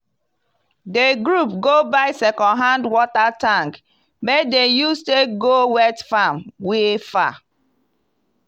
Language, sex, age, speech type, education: Nigerian Pidgin, female, 30-45, spontaneous, tertiary